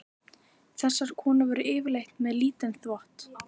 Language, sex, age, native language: Icelandic, female, 12, Icelandic